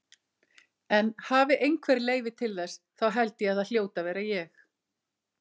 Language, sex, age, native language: Icelandic, female, 50-59, Icelandic